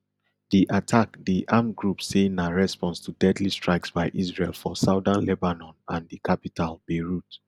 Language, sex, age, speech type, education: Nigerian Pidgin, male, 30-45, spontaneous, tertiary